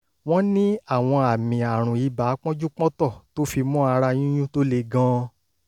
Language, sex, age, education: Yoruba, male, 30-45, tertiary